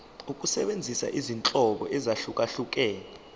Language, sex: Zulu, male